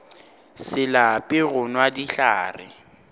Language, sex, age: Northern Sotho, male, 19